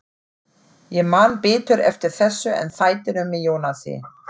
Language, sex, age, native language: Icelandic, female, 40-49, German